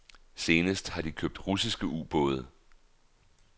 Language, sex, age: Danish, male, 39